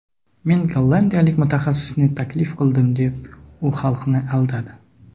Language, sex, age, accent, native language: Uzbek, male, 30-39, Sirdaryo, Uzbek